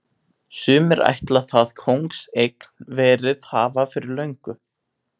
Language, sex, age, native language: Icelandic, male, 18-19, Icelandic